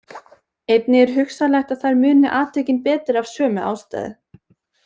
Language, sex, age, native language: Icelandic, female, 20-29, Icelandic